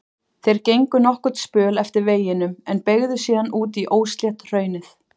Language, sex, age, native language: Icelandic, female, 40-49, Icelandic